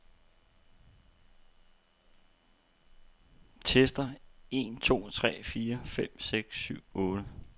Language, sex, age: Danish, male, 29